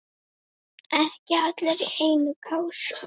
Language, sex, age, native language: Icelandic, female, 8, Icelandic